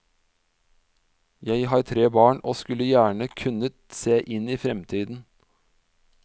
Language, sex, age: Norwegian, male, 46